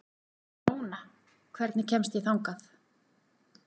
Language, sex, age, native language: Icelandic, female, 40-49, Icelandic